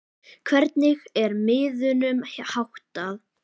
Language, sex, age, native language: Icelandic, male, 10, Icelandic